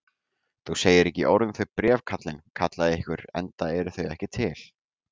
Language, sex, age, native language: Icelandic, male, 18-19, Icelandic